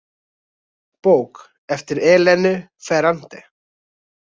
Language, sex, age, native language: Icelandic, male, 20-29, Icelandic